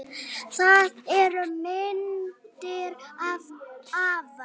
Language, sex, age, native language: Icelandic, female, 9, Icelandic